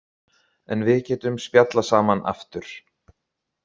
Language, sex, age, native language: Icelandic, male, 30-39, Icelandic